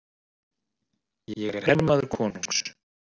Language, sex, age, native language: Icelandic, male, 30-39, Icelandic